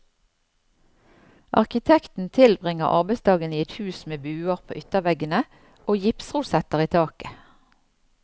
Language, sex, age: Norwegian, female, 54